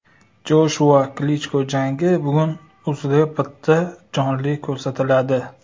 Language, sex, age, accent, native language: Uzbek, male, 25-34, Farg'ona, Uzbek